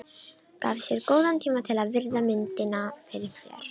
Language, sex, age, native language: Icelandic, female, 18-19, Romanian